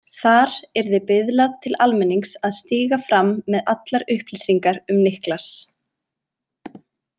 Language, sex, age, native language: Icelandic, female, 20-29, Icelandic